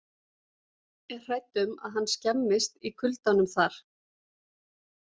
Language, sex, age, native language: Icelandic, female, 40-49, Icelandic